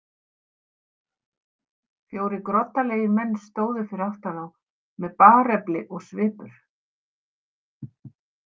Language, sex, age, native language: Icelandic, female, 50-59, Icelandic